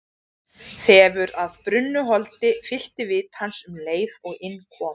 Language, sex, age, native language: Icelandic, female, 30-39, Icelandic